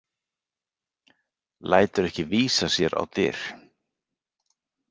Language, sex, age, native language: Icelandic, male, 40-49, Icelandic